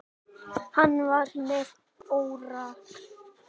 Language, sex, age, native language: Icelandic, male, 8, Icelandic